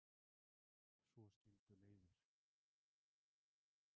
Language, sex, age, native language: Icelandic, male, 30-39, Icelandic